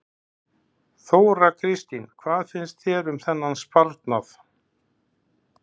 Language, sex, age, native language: Icelandic, male, 60-69, Icelandic